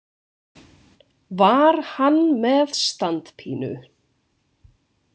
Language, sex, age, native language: Icelandic, female, 20-29, Icelandic